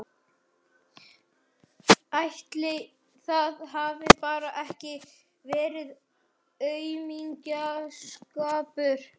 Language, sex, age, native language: Icelandic, male, 11, Icelandic